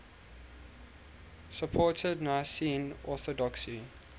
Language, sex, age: English, male, 19